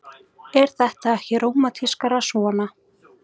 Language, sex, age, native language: Icelandic, female, 18-19, Icelandic